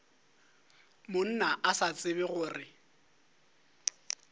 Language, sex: Northern Sotho, male